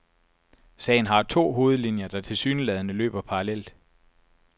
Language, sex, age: Danish, male, 24